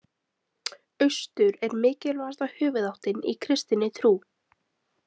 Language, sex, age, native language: Icelandic, female, 20-29, Icelandic